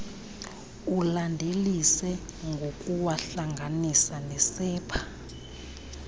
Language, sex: Xhosa, female